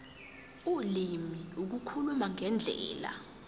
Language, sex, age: Zulu, female, 17